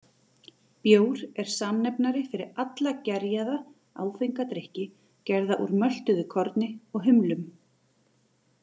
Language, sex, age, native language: Icelandic, female, 30-39, Icelandic